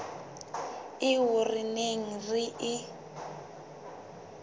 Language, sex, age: Southern Sotho, female, 23